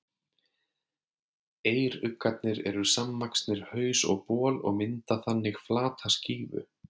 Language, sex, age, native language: Icelandic, male, 30-39, Icelandic